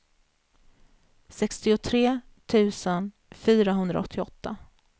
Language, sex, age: Swedish, female, 33